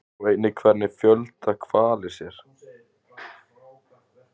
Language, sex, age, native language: Icelandic, male, 20-29, Icelandic